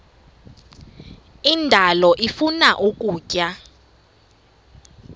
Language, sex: Xhosa, female